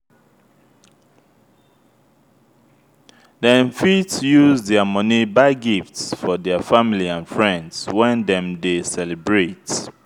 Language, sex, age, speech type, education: Nigerian Pidgin, male, 30-45, spontaneous, tertiary